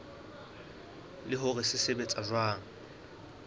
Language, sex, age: Southern Sotho, male, 20